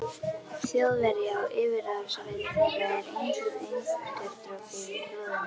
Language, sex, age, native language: Icelandic, other, 11, Icelandic